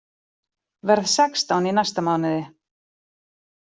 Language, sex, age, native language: Icelandic, female, 40-49, Icelandic